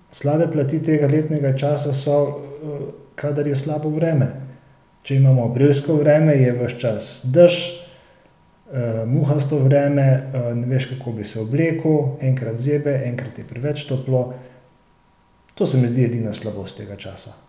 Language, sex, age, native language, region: Slovenian, male, 30-49, Slovenian, Central Slovenia